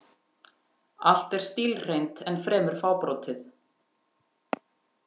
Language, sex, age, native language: Icelandic, female, 50-59, Icelandic